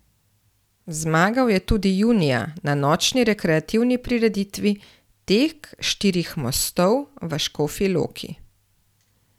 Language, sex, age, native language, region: Slovenian, female, 30-49, Slovenian, Central Slovenia